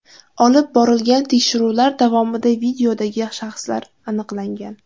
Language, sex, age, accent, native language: Uzbek, female, 18-24, Jizzax, Uzbek